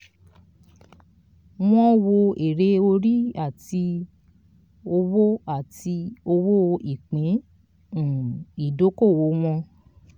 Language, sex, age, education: Yoruba, female, 30-45, tertiary